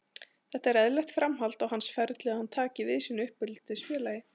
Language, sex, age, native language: Icelandic, male, 40-49, Icelandic